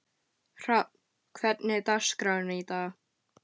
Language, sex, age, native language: Icelandic, female, 12, Icelandic